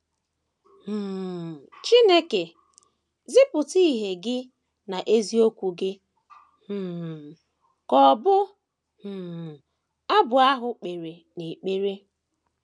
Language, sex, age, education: Igbo, female, 15-29, tertiary